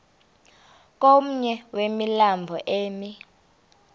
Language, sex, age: Xhosa, female, 32